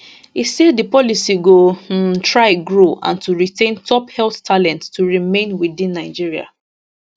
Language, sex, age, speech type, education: Nigerian Pidgin, female, 15-29, spontaneous, tertiary